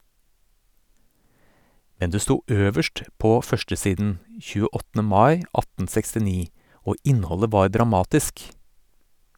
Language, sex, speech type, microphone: Norwegian, male, read, Sennheiser